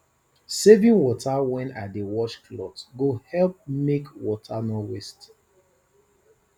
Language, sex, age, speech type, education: Nigerian Pidgin, male, 30-45, spontaneous, tertiary